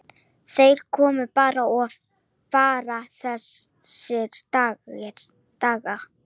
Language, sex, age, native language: Icelandic, female, 12, Icelandic